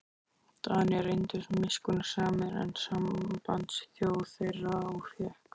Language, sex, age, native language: Icelandic, male, 13, Icelandic